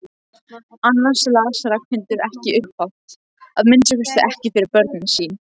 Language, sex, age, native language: Icelandic, other, 18-19, Icelandic